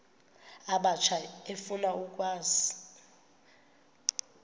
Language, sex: Xhosa, female